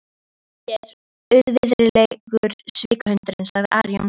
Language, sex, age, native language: Icelandic, female, 13, Icelandic